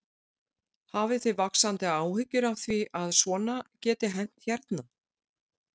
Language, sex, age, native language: Icelandic, female, 60-69, Icelandic